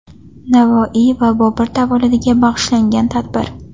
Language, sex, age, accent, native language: Uzbek, female, under 19, Farg'ona, Uzbek